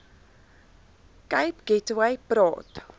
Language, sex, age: Afrikaans, female, 23